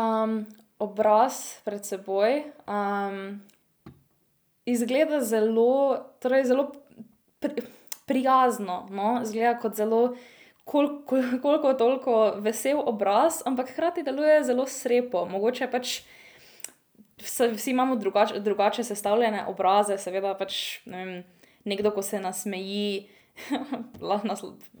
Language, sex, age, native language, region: Slovenian, female, 18-29, Slovenian, Drava region